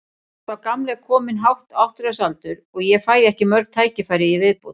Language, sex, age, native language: Icelandic, female, 40-49, Icelandic